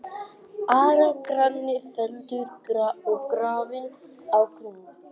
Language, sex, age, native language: Icelandic, male, 18-19, English